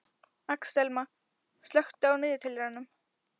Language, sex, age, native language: Icelandic, female, 11, Icelandic